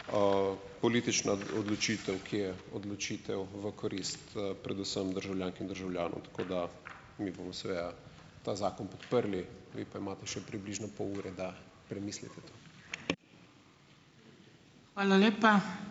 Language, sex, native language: Slovenian, male, Slovenian